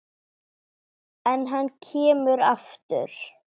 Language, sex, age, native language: Icelandic, female, 10, Icelandic